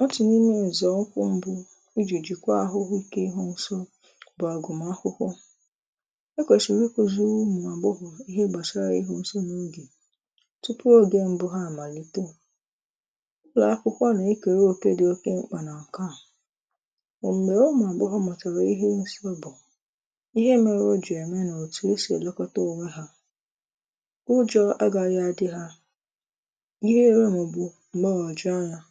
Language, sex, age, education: Igbo, female, 15-29, tertiary